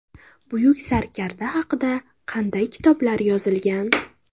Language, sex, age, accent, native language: Uzbek, female, 18-24, Navoiy, Uzbek